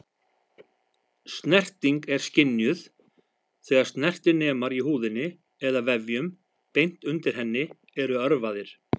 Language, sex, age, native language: Icelandic, male, 50-59, Icelandic